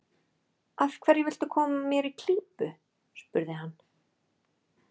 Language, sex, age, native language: Icelandic, female, 40-49, Icelandic